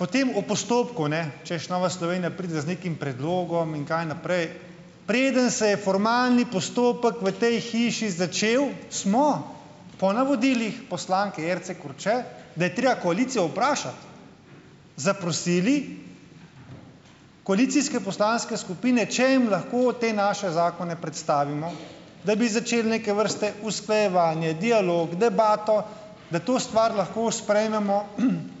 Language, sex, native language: Slovenian, male, Slovenian